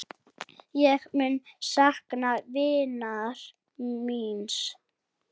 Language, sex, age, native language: Icelandic, female, 7, Icelandic